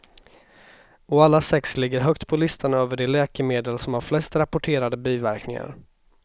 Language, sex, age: Swedish, male, 26